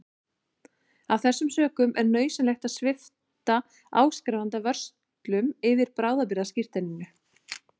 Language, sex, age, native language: Icelandic, female, 40-49, Icelandic